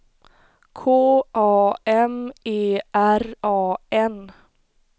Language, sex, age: Swedish, female, 21